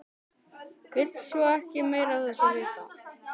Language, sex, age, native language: Icelandic, male, 12, Icelandic